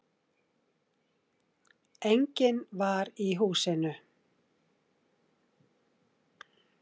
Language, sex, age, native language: Icelandic, female, 60-69, Icelandic